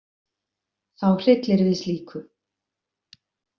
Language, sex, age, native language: Icelandic, female, 50-59, Icelandic